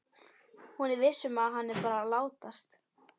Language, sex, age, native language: Icelandic, female, 12, Icelandic